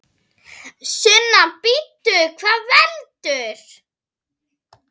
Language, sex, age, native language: Icelandic, female, 8, Icelandic